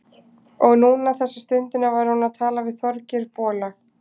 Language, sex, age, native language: Icelandic, female, 20-29, Icelandic